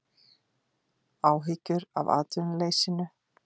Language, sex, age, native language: Icelandic, female, 50-59, Icelandic